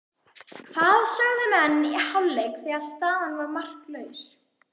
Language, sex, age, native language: Icelandic, female, 11, Icelandic